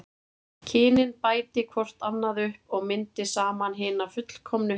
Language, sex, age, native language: Icelandic, female, 30-39, Icelandic